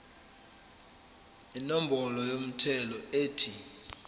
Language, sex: Zulu, male